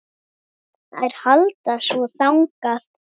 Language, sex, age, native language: Icelandic, female, 7, Icelandic